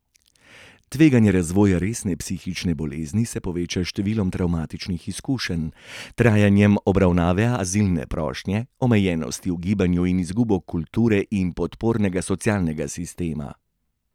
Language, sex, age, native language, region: Slovenian, male, 30-49, Slovenian, Gorenjska region